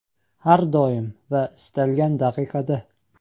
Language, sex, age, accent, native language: Uzbek, male, 18-24, Andijon, Uzbek